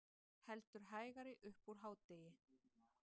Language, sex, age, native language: Icelandic, female, 30-39, Icelandic